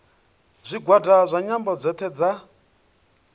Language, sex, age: Venda, male, 28